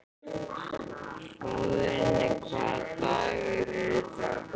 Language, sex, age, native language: Icelandic, male, 11, Icelandic